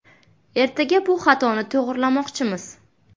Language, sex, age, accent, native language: Uzbek, female, 18-24, Buxoro, Uzbek